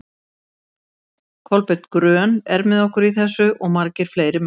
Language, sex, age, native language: Icelandic, female, 70-79, Icelandic